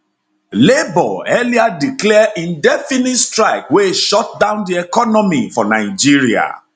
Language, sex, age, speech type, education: Nigerian Pidgin, male, 30-45, spontaneous, tertiary